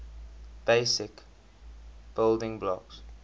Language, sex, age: English, male, 20